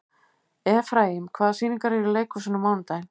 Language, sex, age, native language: Icelandic, female, 50-59, Icelandic